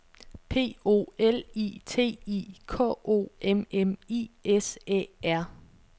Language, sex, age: Danish, female, 26